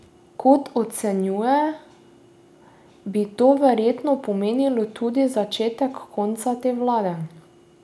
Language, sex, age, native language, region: Slovenian, female, 18-29, Slovenian, Drava region